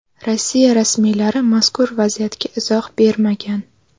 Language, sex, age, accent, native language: Uzbek, female, 18-24, Navoiy, Uzbek